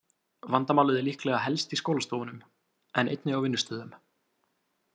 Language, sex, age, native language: Icelandic, male, 18-19, Icelandic